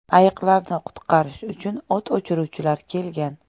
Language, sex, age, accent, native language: Uzbek, female, 25-34, Toshkent shahri, Uzbek